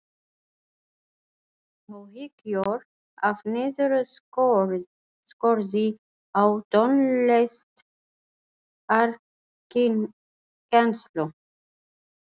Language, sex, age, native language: Icelandic, female, 40-49, Icelandic